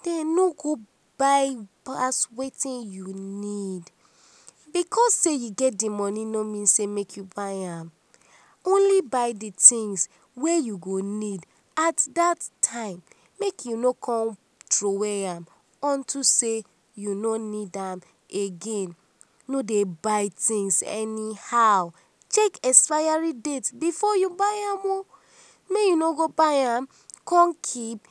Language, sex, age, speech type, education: Nigerian Pidgin, female, 30-45, spontaneous, tertiary